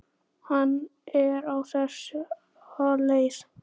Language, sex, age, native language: Icelandic, male, 10, Icelandic